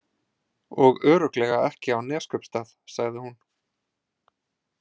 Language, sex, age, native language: Icelandic, male, 20-29, Icelandic